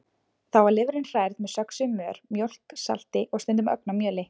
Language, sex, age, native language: Icelandic, female, 20-29, Icelandic